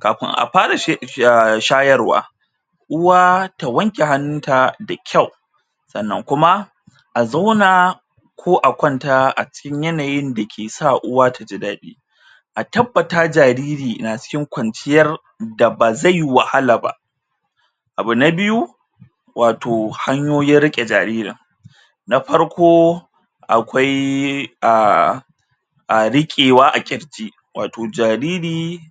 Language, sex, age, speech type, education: Hausa, male, 30-45, spontaneous, tertiary